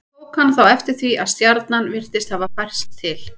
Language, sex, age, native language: Icelandic, female, 40-49, Icelandic